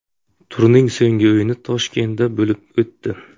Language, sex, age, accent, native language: Uzbek, male, 25-34, Buxoro, Uzbek